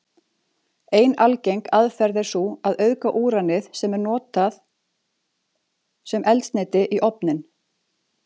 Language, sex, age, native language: Icelandic, female, 40-49, Icelandic